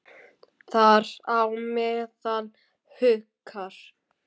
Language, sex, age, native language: Icelandic, male, 9, Icelandic